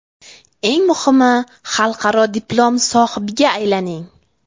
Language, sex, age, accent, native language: Uzbek, female, 18-24, Buxoro, Uzbek